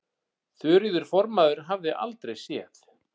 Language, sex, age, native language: Icelandic, male, 40-49, Icelandic